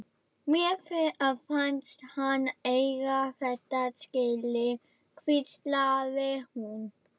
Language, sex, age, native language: Icelandic, female, 11, German